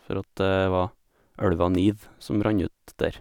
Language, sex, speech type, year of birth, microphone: Norwegian, male, spontaneous, 1987, Sennheiser